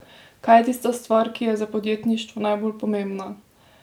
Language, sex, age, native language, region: Slovenian, female, 18-29, Slovenian, Drava region